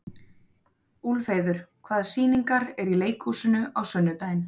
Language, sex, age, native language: Icelandic, female, 30-39, Icelandic